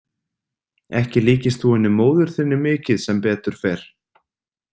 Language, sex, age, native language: Icelandic, male, 30-39, Icelandic